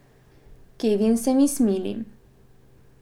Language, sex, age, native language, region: Slovenian, female, 18-29, Slovenian, Pomurje region